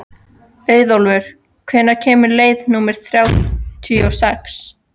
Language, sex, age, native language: Icelandic, female, 14, Icelandic